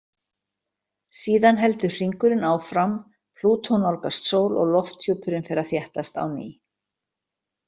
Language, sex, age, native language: Icelandic, female, 60-69, Icelandic